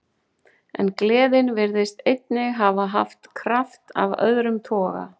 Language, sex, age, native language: Icelandic, female, 40-49, Icelandic